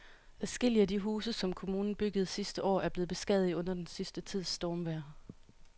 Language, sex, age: Danish, female, 31